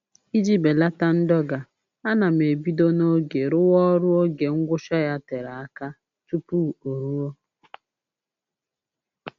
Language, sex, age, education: Igbo, female, 30-45, tertiary